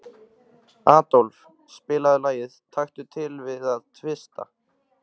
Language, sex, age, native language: Icelandic, male, 15, Icelandic